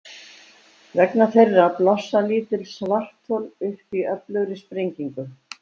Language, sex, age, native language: Icelandic, female, 70-79, Icelandic